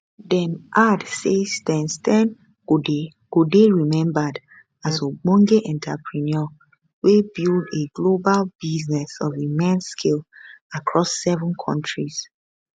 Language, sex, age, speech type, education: Nigerian Pidgin, female, 15-29, spontaneous, tertiary